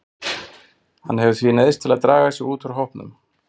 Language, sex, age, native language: Icelandic, male, 40-49, Icelandic